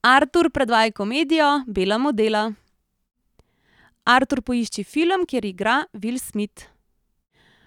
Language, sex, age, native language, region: Slovenian, female, 30-49, Slovenian, Central Slovenia